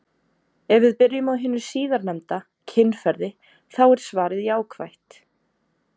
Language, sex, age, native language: Icelandic, female, 20-29, Icelandic